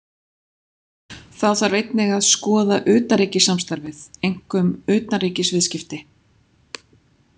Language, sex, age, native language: Icelandic, female, 40-49, Icelandic